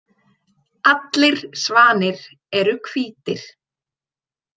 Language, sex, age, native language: Icelandic, female, 20-29, Icelandic